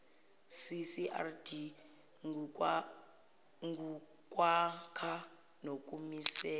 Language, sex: Zulu, female